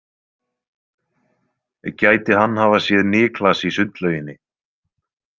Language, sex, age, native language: Icelandic, male, 20-29, Icelandic